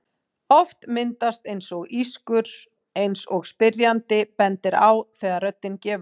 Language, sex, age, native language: Icelandic, female, 40-49, Icelandic